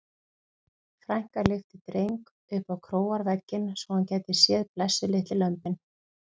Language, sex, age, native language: Icelandic, female, 40-49, Icelandic